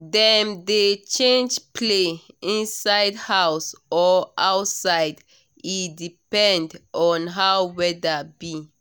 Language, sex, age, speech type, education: Nigerian Pidgin, female, 30-45, spontaneous, tertiary